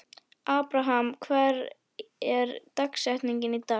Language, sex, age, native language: Icelandic, female, 11, Icelandic